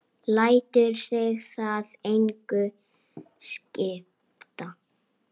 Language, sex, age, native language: Icelandic, female, 8, Icelandic